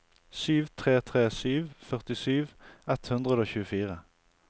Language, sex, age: Norwegian, male, 28